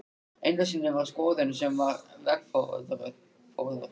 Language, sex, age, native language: Icelandic, male, 13, Icelandic